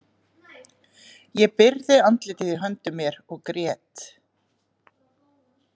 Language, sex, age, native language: Icelandic, female, 40-49, Icelandic